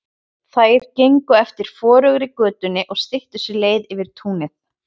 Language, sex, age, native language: Icelandic, female, 30-39, Icelandic